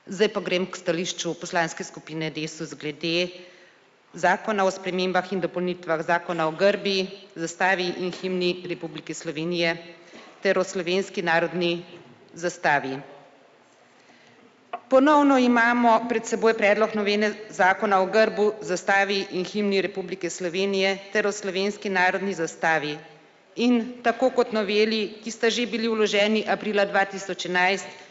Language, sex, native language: Slovenian, female, Slovenian